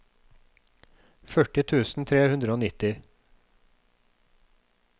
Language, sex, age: Norwegian, male, 36